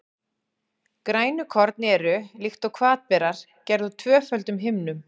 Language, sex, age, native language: Icelandic, female, 40-49, Icelandic